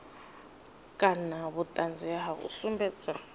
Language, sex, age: Venda, female, 26